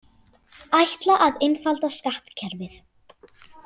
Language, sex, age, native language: Icelandic, female, 40-49, Icelandic